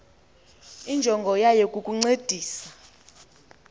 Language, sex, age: Xhosa, female, 20